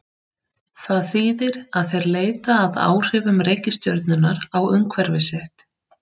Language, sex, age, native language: Icelandic, female, 30-39, Icelandic